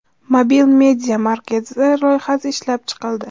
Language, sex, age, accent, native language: Uzbek, female, 18-24, Farg'ona, Uzbek